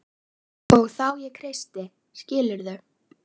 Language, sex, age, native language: Icelandic, female, 11, Icelandic